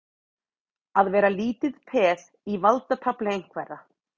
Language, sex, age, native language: Icelandic, female, 30-39, Icelandic